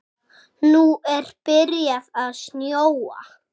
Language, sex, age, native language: Icelandic, male, 6, Icelandic